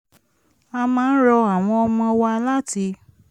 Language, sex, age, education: Yoruba, female, 30-45, tertiary